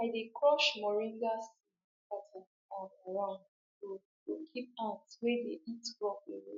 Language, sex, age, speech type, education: Nigerian Pidgin, female, 15-29, spontaneous, tertiary